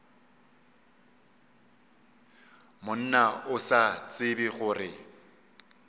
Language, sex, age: Northern Sotho, male, 35